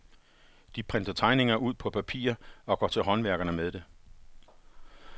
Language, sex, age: Danish, male, 51